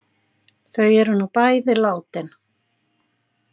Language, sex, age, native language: Icelandic, female, 50-59, Icelandic